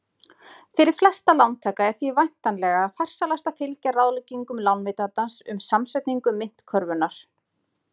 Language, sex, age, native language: Icelandic, female, 30-39, Icelandic